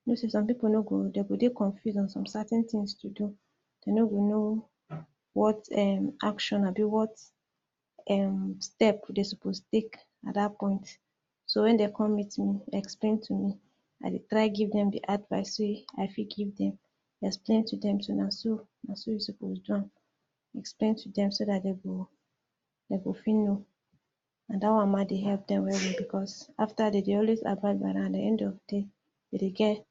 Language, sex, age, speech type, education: Nigerian Pidgin, female, 46-60, spontaneous, tertiary